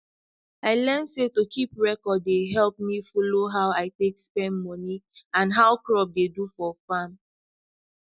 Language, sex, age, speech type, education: Nigerian Pidgin, female, 15-29, spontaneous, tertiary